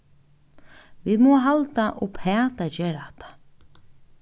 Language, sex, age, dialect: Faroese, female, 15-35, Norðuroyggjar